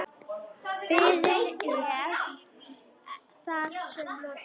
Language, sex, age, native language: Icelandic, female, 10, Icelandic